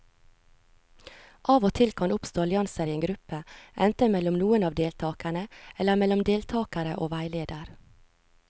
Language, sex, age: Norwegian, female, 36